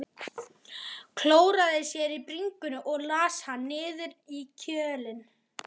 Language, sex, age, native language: Icelandic, male, 11, Icelandic